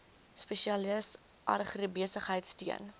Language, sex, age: Afrikaans, female, 19